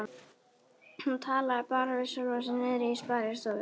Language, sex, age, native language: Icelandic, female, 13, Icelandic